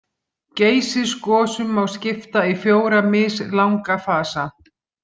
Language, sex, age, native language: Icelandic, female, 50-59, Icelandic